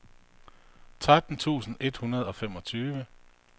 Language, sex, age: Danish, male, 48